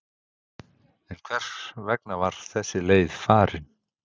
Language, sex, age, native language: Icelandic, male, 50-59, Icelandic